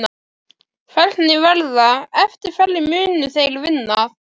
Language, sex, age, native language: Icelandic, female, 11, Icelandic